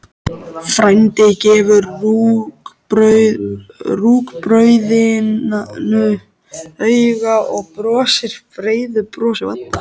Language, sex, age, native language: Icelandic, male, 13, Icelandic